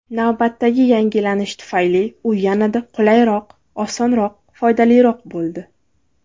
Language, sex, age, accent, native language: Uzbek, female, 19-29, Navoiy, Uzbek